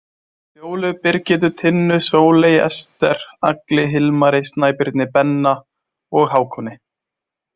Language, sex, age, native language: Icelandic, male, 20-29, Icelandic